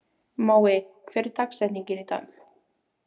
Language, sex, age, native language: Icelandic, female, 18-19, Icelandic